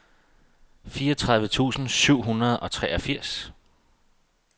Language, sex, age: Danish, male, 32